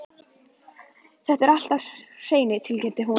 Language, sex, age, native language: Icelandic, female, 11, Icelandic